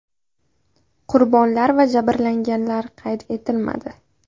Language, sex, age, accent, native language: Uzbek, female, under 19, Qashqadaryo, Uzbek